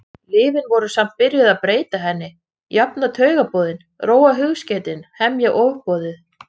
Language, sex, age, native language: Icelandic, female, 30-39, Icelandic